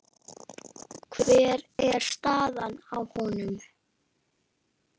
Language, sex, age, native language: Icelandic, female, 9, Icelandic